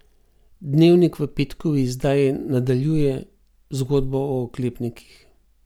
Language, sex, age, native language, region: Slovenian, male, 50-59, Slovenian, Gorenjska region